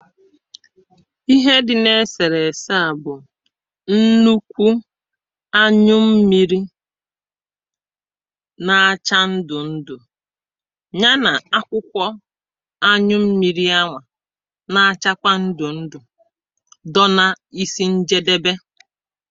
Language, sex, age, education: Igbo, female, 30-45, primary